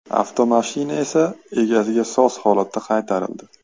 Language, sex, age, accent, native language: Uzbek, male, 25-34, Andijon, Uzbek